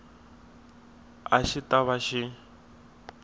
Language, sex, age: Tsonga, male, 21